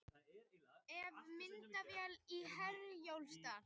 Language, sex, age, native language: Icelandic, male, 18-19, Icelandic